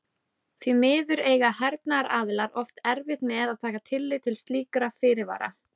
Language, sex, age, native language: Icelandic, female, 30-39, Icelandic